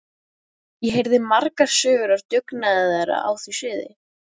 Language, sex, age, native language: Icelandic, female, 12, Icelandic